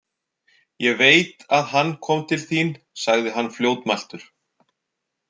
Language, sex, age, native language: Icelandic, male, 40-49, Icelandic